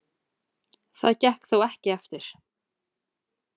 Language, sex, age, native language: Icelandic, female, 20-29, Icelandic